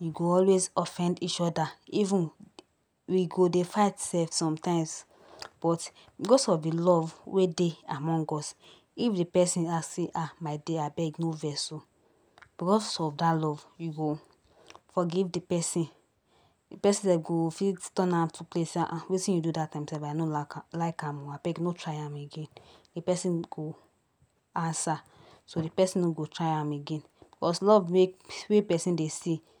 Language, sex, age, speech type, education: Nigerian Pidgin, female, 60+, spontaneous, tertiary